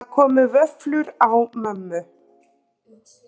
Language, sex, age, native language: Icelandic, female, 30-39, Icelandic